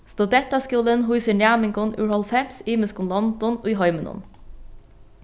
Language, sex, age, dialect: Faroese, female, 36-60, Norðuroyggjar